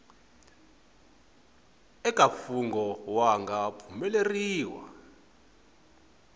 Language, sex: Tsonga, male